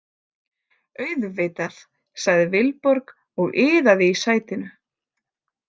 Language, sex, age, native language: Icelandic, female, 30-39, Icelandic